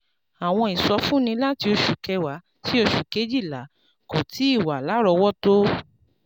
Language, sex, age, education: Yoruba, female, 30-45, tertiary